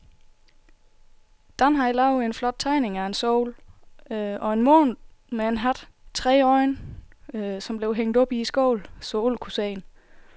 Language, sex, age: Danish, female, 24